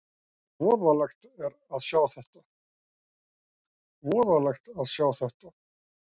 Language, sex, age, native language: Icelandic, male, 60-69, Icelandic